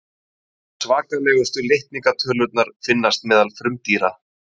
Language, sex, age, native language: Icelandic, male, 30-39, Icelandic